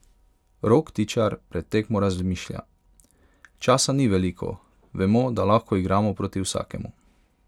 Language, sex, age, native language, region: Slovenian, male, 18-29, Hungarian, Pomurje region